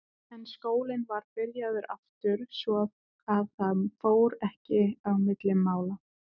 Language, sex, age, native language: Icelandic, female, 20-29, Icelandic